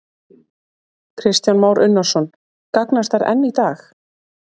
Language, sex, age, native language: Icelandic, female, 30-39, Icelandic